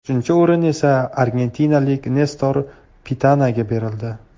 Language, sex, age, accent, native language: Uzbek, male, 18-24, Farg'ona, Tajik